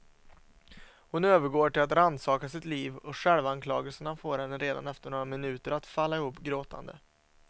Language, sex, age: Swedish, male, 27